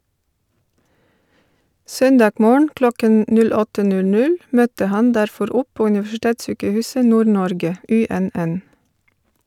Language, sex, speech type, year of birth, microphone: Norwegian, female, read, 1970, Shure